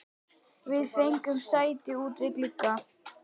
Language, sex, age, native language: Icelandic, male, 11, Icelandic